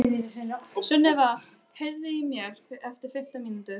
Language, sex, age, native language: Icelandic, other, 12, Icelandic